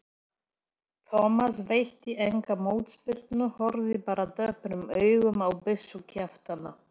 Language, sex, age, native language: Icelandic, female, 40-49, Polish